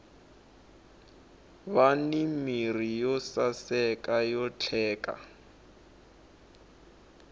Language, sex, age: Tsonga, male, 19